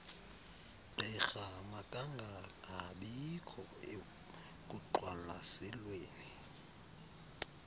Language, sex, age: Xhosa, male, 35